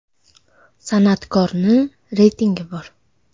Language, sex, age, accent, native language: Uzbek, female, 18-24, Namangan, Uzbek